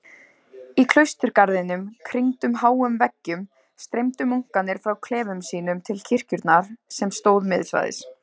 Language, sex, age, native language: Icelandic, female, 20-29, Icelandic